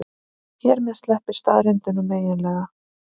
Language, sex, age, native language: Icelandic, female, 18-19, Icelandic